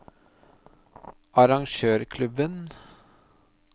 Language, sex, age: Norwegian, male, 30